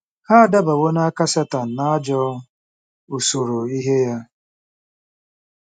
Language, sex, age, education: Igbo, male, 30-45, tertiary